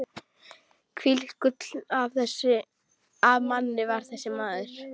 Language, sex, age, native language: Icelandic, female, 12, Icelandic